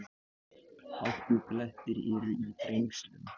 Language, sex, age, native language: Icelandic, male, 18-19, Icelandic